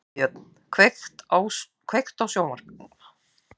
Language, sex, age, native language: Icelandic, female, 50-59, Icelandic